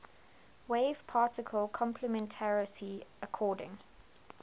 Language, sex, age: English, female, 21